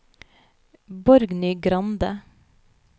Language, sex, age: Norwegian, female, 30